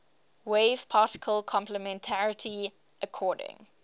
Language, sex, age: English, female, 18